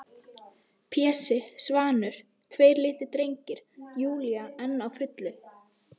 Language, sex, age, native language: Icelandic, female, 12, Icelandic